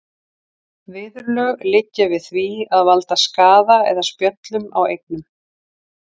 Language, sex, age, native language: Icelandic, female, 40-49, Icelandic